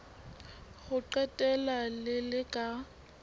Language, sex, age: Southern Sotho, female, 18